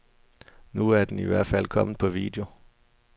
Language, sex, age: Danish, male, 32